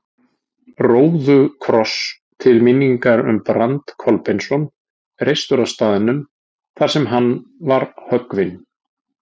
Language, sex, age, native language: Icelandic, male, 40-49, Icelandic